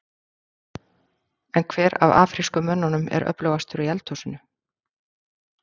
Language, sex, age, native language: Icelandic, female, 40-49, Icelandic